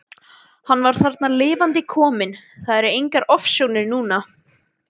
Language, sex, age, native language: Icelandic, male, 12, Icelandic